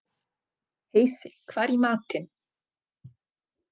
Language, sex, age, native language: Icelandic, female, 40-49, Czech